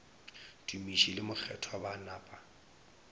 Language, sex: Northern Sotho, male